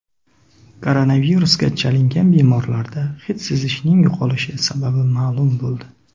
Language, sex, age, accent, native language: Uzbek, male, 30-39, Sirdaryo, Uzbek